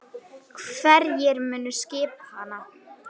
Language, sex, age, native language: Icelandic, female, 9, Icelandic